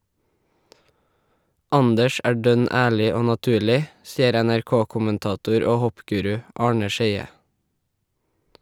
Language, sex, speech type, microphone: Norwegian, male, read, Shure